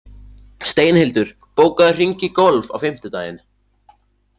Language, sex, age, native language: Icelandic, male, 14, Icelandic